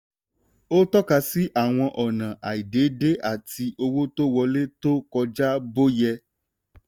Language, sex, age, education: Yoruba, male, 15-29, tertiary